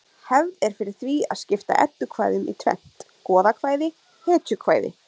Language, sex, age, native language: Icelandic, female, 20-29, Icelandic